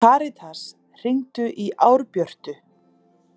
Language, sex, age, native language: Icelandic, female, 40-49, Icelandic